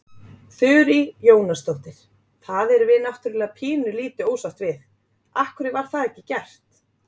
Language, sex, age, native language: Icelandic, female, 30-39, Icelandic